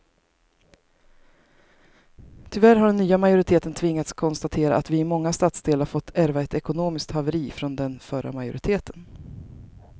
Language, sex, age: Swedish, female, 33